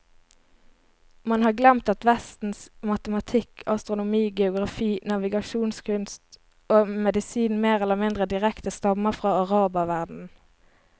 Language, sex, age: Norwegian, female, 22